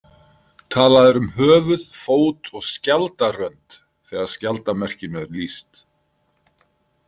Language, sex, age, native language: Icelandic, male, 50-59, Icelandic